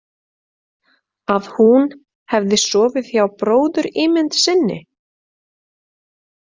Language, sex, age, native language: Icelandic, female, 30-39, Icelandic